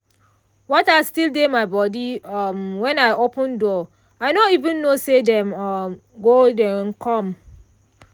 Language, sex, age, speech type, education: Nigerian Pidgin, female, 30-45, spontaneous, tertiary